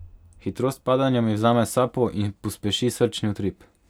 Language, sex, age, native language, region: Slovenian, male, 18-29, Slovenian, Pomurje region